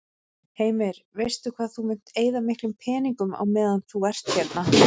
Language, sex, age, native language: Icelandic, female, 30-39, Icelandic